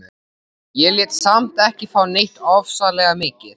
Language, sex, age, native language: Icelandic, male, 14, Icelandic